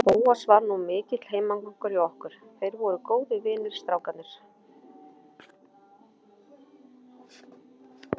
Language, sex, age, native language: Icelandic, female, 30-39, Icelandic